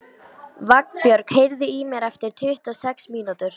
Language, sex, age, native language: Icelandic, female, 18-19, Icelandic